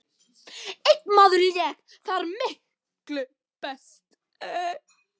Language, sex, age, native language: Icelandic, male, 11, Icelandic